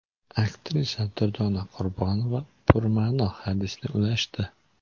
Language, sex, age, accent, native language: Uzbek, male, 18-24, Qoraqalpog'iston, Uzbek